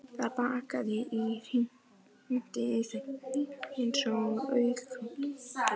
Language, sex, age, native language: Icelandic, male, 11, Icelandic